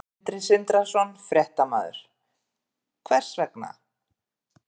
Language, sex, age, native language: Icelandic, female, 50-59, Icelandic